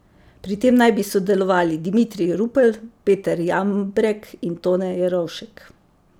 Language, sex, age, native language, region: Slovenian, female, 50-59, Slovenian, Savinja region